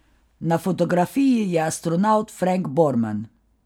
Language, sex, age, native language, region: Slovenian, female, 50-59, Slovenian, Carinthia region